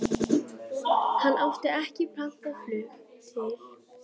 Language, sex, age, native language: Icelandic, female, 12, Icelandic